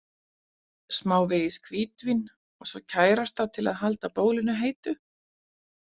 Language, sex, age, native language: Icelandic, female, 40-49, Icelandic